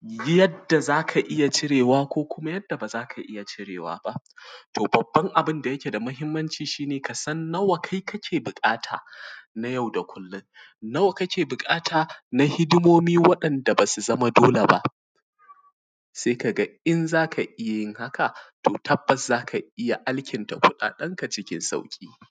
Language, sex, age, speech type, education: Hausa, male, 15-29, spontaneous, primary